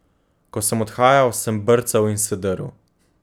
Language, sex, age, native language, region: Slovenian, male, 18-29, Slovenian, Gorenjska region